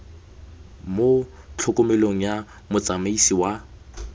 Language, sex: Tswana, male